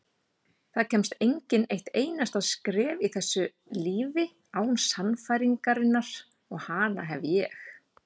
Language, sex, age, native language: Icelandic, female, 40-49, Icelandic